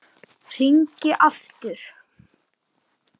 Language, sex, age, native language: Icelandic, male, 9, Icelandic